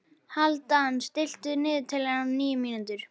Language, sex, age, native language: Icelandic, female, 11, Icelandic